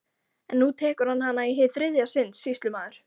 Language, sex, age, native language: Icelandic, female, 14, Icelandic